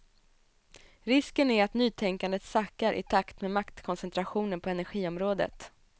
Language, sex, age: Swedish, female, 27